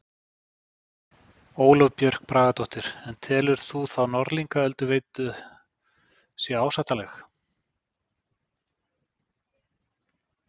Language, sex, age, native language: Icelandic, male, 40-49, Icelandic